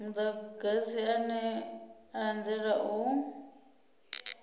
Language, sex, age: Venda, female, 26